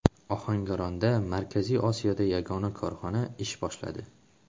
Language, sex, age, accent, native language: Uzbek, male, 18-24, Xorazm, Uzbek